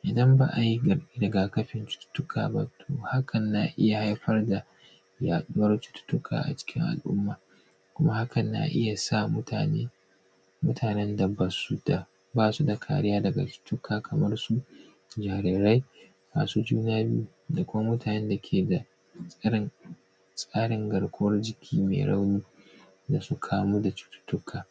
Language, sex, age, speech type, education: Hausa, male, 15-29, spontaneous, tertiary